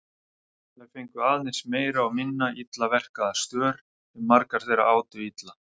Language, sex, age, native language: Icelandic, male, 30-39, Icelandic